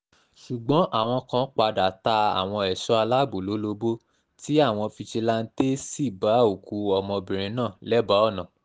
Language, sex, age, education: Yoruba, male, 15-29, tertiary